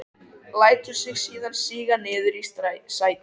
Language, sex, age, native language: Icelandic, male, 13, Icelandic